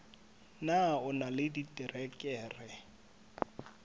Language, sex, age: Southern Sotho, male, 25